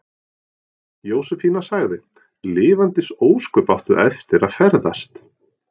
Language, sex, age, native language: Icelandic, male, 40-49, Norwegian